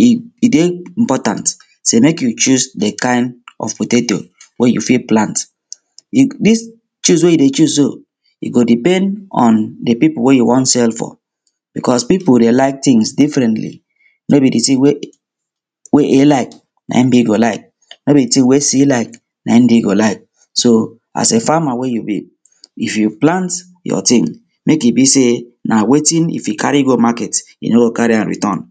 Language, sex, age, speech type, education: Nigerian Pidgin, male, 30-45, spontaneous, tertiary